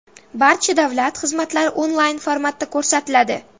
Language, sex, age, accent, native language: Uzbek, female, 12-17, Samarqand, Uzbek